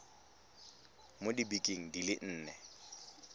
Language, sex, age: Tswana, male, 19